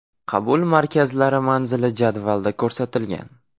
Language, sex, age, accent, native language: Uzbek, male, 18-24, Farg'ona, Uzbek